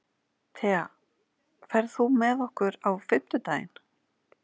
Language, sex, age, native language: Icelandic, female, 40-49, Icelandic